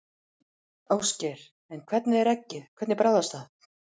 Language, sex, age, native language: Icelandic, female, 40-49, Icelandic